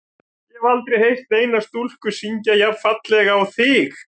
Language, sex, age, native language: Icelandic, male, 40-49, Icelandic